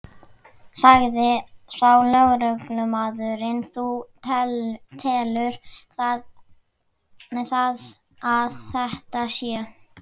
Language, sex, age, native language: Icelandic, male, 11, Icelandic